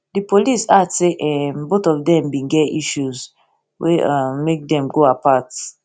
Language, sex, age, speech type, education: Nigerian Pidgin, female, 15-29, spontaneous, tertiary